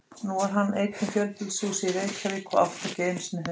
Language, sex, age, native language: Icelandic, female, 50-59, Icelandic